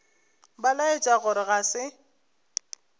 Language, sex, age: Northern Sotho, female, 25